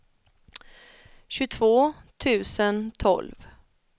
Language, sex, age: Swedish, female, 31